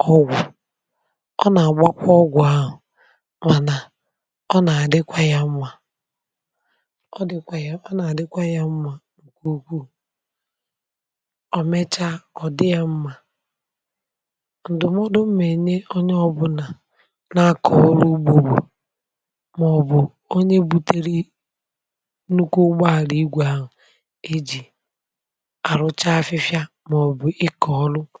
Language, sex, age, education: Igbo, male, 46-60, tertiary